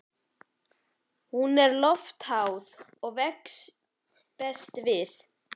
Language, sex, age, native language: Icelandic, male, 11, Icelandic